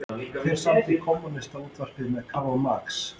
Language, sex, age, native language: Icelandic, male, 30-39, Icelandic